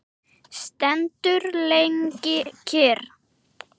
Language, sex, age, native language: Icelandic, female, 9, Icelandic